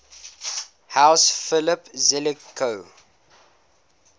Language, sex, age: English, male, 19